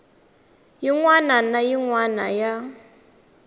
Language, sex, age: Tsonga, female, 19